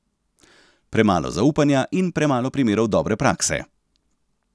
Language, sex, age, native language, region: Slovenian, male, 30-49, Slovenian, Central Slovenia